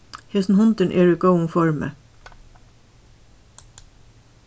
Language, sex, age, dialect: Faroese, female, 61+, Suðurstreymoy